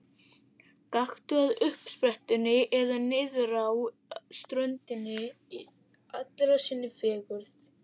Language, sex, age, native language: Icelandic, female, 11, Icelandic